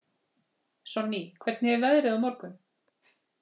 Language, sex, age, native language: Icelandic, female, 40-49, Icelandic